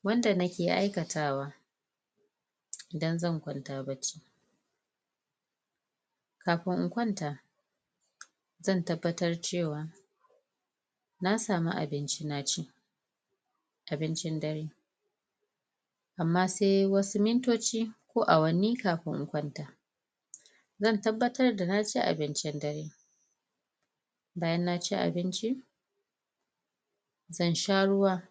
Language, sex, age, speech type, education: Hausa, female, 30-45, spontaneous, tertiary